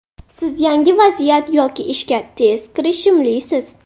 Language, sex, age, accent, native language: Uzbek, female, 12-17, Buxoro, Uzbek